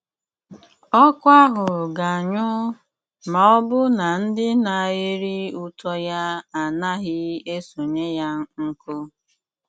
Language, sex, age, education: Igbo, female, 15-29, tertiary